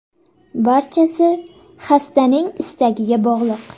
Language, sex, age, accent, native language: Uzbek, female, 18-24, Toshkent viloyati, Uzbek